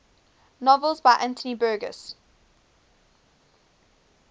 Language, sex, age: English, female, 21